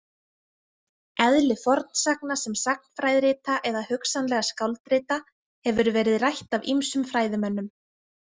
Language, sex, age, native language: Icelandic, female, 20-29, Icelandic